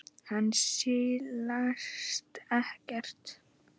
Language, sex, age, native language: Icelandic, male, 9, Icelandic